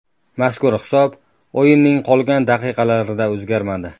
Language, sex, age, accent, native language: Uzbek, male, 19-29, Farg'ona, Uzbek